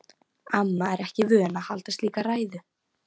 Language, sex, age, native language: Icelandic, female, 15, Icelandic